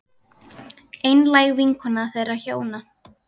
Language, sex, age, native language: Icelandic, female, 10, Icelandic